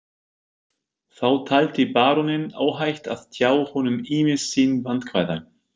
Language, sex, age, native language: Icelandic, male, 50-59, German